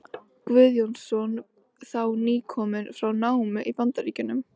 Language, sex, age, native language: Icelandic, female, 13, Icelandic